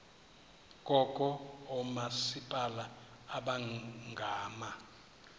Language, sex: Xhosa, male